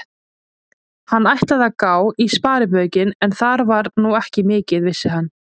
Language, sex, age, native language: Icelandic, female, 20-29, Icelandic